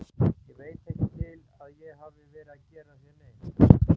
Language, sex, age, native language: Icelandic, male, 40-49, Icelandic